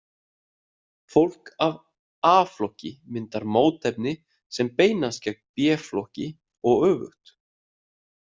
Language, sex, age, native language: Icelandic, male, 30-39, Icelandic